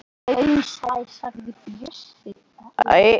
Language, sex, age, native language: Icelandic, male, 11, Icelandic